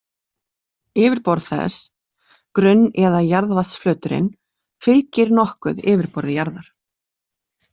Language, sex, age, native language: Icelandic, female, 40-49, Icelandic